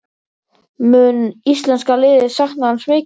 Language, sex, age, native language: Icelandic, male, 13, Icelandic